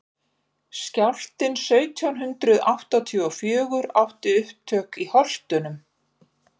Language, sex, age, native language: Icelandic, female, 50-59, Icelandic